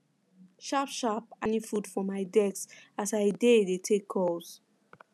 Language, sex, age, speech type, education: Nigerian Pidgin, female, 15-29, spontaneous, secondary